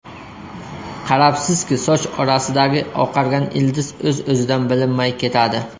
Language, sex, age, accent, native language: Uzbek, male, 25-34, Surxondaryo, Uzbek